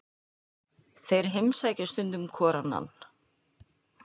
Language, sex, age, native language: Icelandic, male, 20-29, Icelandic